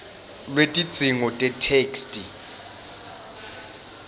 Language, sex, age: Swati, male, 19